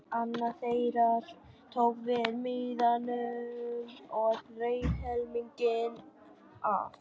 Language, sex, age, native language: Icelandic, male, 11, Vietnamese